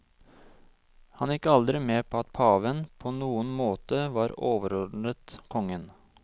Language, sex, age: Norwegian, male, 26